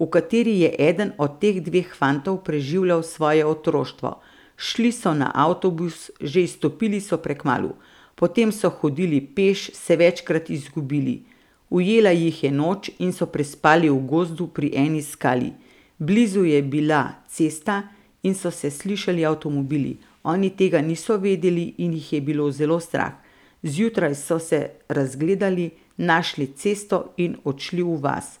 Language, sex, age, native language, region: Slovenian, female, 50-59, Slovenian, Central Slovenia